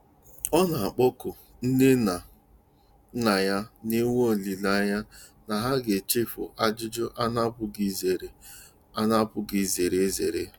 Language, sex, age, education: Igbo, male, 30-45, tertiary